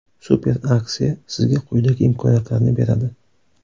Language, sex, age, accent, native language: Uzbek, male, 18-24, Toshkent shahri, Uzbek